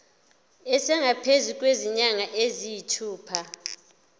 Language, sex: Zulu, female